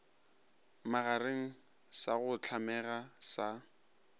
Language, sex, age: Northern Sotho, male, 22